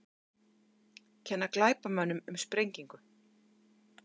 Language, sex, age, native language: Icelandic, female, 50-59, Icelandic